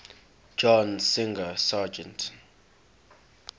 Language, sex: English, male